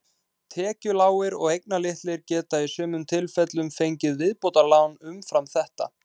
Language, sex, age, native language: Icelandic, male, 20-29, Icelandic